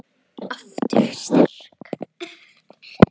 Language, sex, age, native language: Icelandic, female, 9, Icelandic